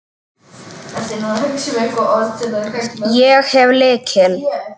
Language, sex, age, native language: Icelandic, male, 10, Icelandic